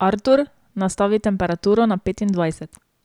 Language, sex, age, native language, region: Slovenian, female, 18-29, Slovenian, Drava region